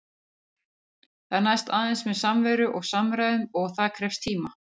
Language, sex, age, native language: Icelandic, female, 50-59, Icelandic